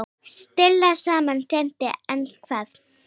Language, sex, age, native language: Icelandic, female, 9, Icelandic